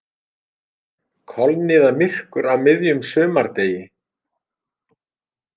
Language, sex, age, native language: Icelandic, male, 50-59, Icelandic